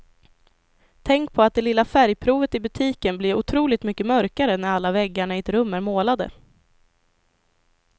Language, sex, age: Swedish, female, 25